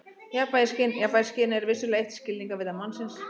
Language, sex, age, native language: Icelandic, female, 30-39, Icelandic